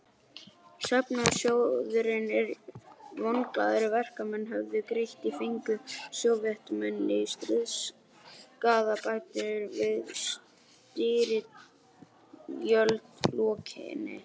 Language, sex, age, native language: Icelandic, male, 18-19, Icelandic